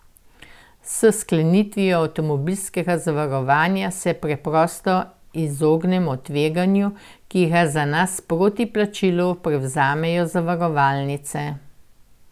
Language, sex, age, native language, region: Slovenian, female, 60+, Slovenian, Central Slovenia